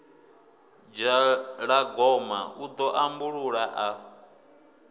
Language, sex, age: Venda, male, 24